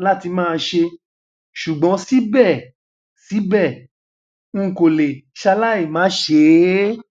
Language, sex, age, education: Yoruba, male, 15-29, tertiary